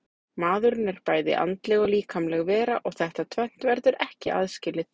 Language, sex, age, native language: Icelandic, female, 30-39, Icelandic